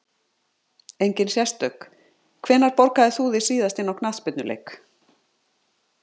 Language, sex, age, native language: Icelandic, male, 50-59, Icelandic